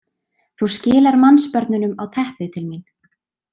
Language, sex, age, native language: Icelandic, female, 20-29, Icelandic